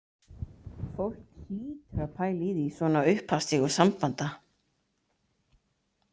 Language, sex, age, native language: Icelandic, female, 30-39, Icelandic